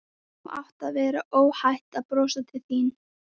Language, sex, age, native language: Icelandic, female, 13, Icelandic